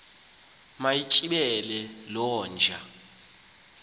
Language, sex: Xhosa, male